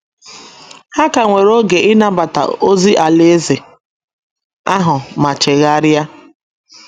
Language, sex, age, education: Igbo, female, 30-45, secondary